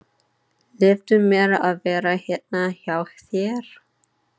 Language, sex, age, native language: Icelandic, female, 30-39, English